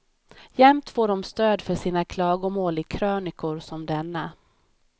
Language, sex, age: Swedish, female, 31